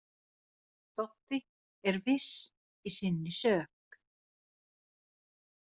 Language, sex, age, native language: Icelandic, female, 40-49, Finnish